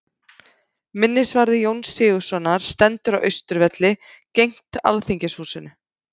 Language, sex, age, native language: Icelandic, female, 30-39, Icelandic